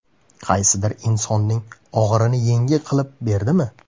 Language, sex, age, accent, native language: Uzbek, male, 25-34, Xorazm, Uzbek